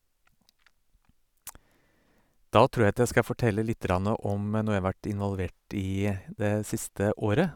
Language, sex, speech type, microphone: Norwegian, male, spontaneous, Sennheiser